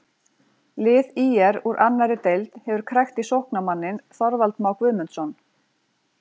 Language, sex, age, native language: Icelandic, female, 40-49, Icelandic